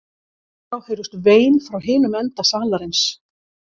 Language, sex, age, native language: Icelandic, female, 50-59, Icelandic